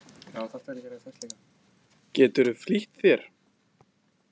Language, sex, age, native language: Icelandic, male, 20-29, Icelandic